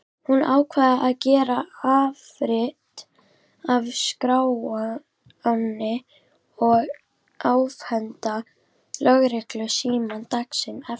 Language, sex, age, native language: Icelandic, female, 18-19, Icelandic